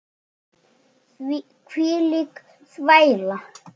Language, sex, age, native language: Icelandic, male, 6, Icelandic